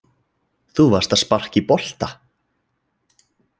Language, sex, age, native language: Icelandic, male, 20-29, Icelandic